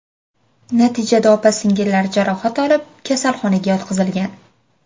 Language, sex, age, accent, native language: Uzbek, female, 25-34, Farg'ona, Uzbek